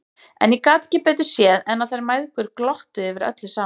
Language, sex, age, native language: Icelandic, female, 30-39, Icelandic